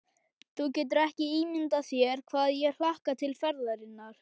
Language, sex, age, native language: Icelandic, male, 11, Icelandic